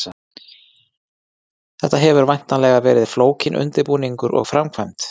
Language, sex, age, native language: Icelandic, male, 40-49, Icelandic